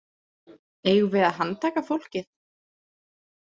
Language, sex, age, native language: Icelandic, female, 30-39, Icelandic